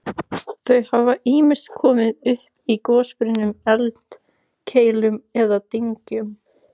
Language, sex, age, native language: Icelandic, female, 14, Icelandic